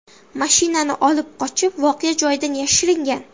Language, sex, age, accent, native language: Uzbek, female, 12-17, Samarqand, Uzbek